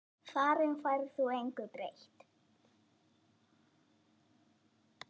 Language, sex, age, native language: Icelandic, female, 11, Icelandic